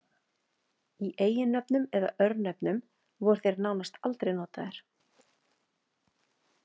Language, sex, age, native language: Icelandic, female, 40-49, Icelandic